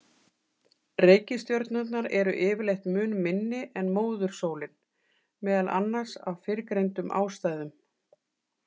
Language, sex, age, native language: Icelandic, female, 40-49, Icelandic